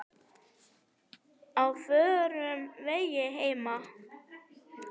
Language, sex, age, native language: Icelandic, female, 10, Icelandic